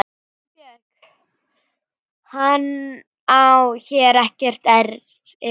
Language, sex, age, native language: Icelandic, female, 11, Icelandic